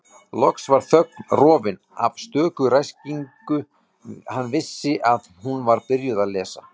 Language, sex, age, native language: Icelandic, male, 40-49, Icelandic